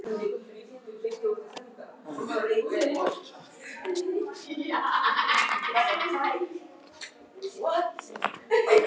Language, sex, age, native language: Icelandic, female, 9, Icelandic